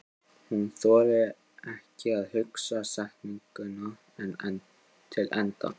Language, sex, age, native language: Icelandic, male, 15, Icelandic